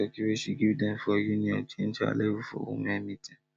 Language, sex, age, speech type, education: Nigerian Pidgin, male, 30-45, spontaneous, tertiary